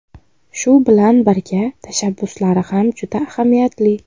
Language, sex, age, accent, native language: Uzbek, female, 18-24, Qashqadaryo, Uzbek